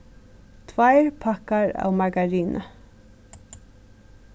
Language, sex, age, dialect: Faroese, female, 36-60, Suðurstreymoy